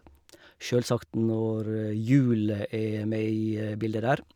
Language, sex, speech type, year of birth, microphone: Norwegian, male, spontaneous, 1956, Shure